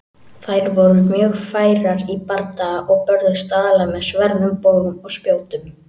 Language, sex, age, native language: Icelandic, male, 18-19, Icelandic